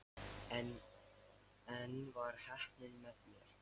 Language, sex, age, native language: Icelandic, male, 13, Lithuanian